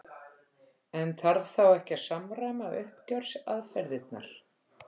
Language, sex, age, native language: Icelandic, female, 50-59, Icelandic